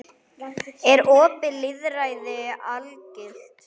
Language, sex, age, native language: Icelandic, female, 9, Icelandic